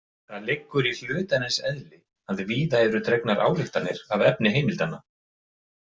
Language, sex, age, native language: Icelandic, male, 40-49, Icelandic